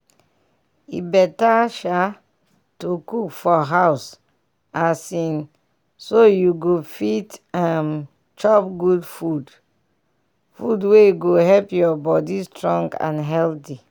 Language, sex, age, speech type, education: Nigerian Pidgin, female, 30-45, spontaneous, tertiary